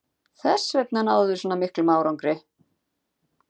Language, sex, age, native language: Icelandic, female, 50-59, Icelandic